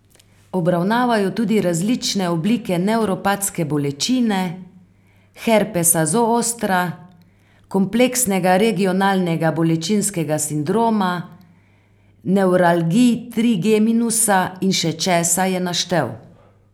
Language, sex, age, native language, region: Slovenian, female, 50-59, Slovenian, Carinthia region